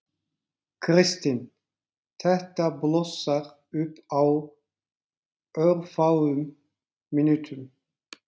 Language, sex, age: Icelandic, male, 40-49